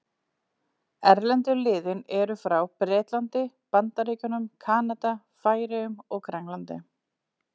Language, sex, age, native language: Icelandic, female, 40-49, Icelandic